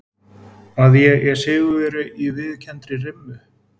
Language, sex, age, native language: Icelandic, male, 20-29, Icelandic